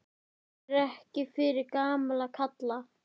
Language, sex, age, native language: Icelandic, male, 10, Icelandic